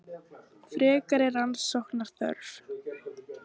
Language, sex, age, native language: Icelandic, female, 18-19, Icelandic